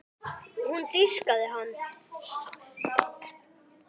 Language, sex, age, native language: Icelandic, male, 10, Icelandic